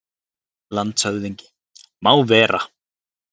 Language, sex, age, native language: Icelandic, male, 30-39, Icelandic